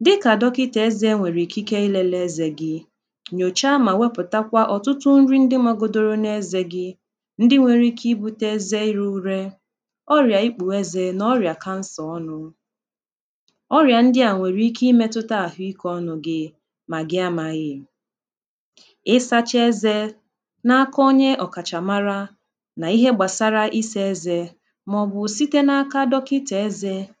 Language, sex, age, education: Igbo, female, 15-29, tertiary